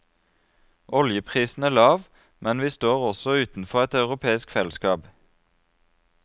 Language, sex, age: Norwegian, male, 33